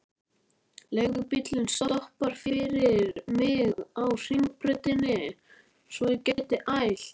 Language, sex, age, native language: Icelandic, male, 11, Icelandic